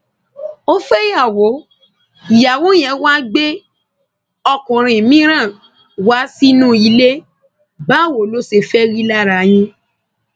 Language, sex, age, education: Yoruba, female, 15-29, tertiary